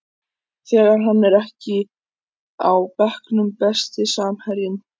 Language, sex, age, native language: Icelandic, male, 14, Icelandic